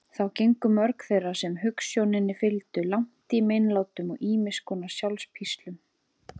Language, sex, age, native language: Icelandic, female, 30-39, Icelandic